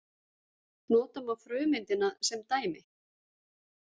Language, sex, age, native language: Icelandic, female, 40-49, Icelandic